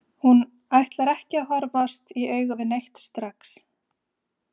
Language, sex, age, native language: Icelandic, female, 40-49, Icelandic